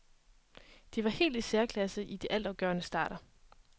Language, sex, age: Danish, female, 23